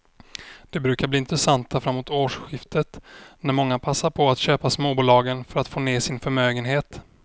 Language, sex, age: Swedish, male, 26